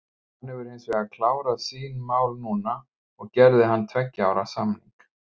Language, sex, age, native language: Icelandic, male, 50-59, Icelandic